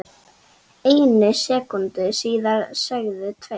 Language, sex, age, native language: Icelandic, female, 10, Icelandic